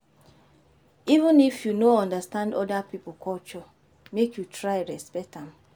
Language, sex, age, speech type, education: Nigerian Pidgin, female, 15-29, spontaneous, tertiary